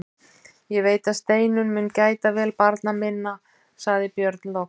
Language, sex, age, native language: Icelandic, female, 50-59, Icelandic